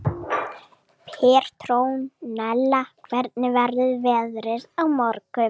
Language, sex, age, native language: Icelandic, female, 40-49, Icelandic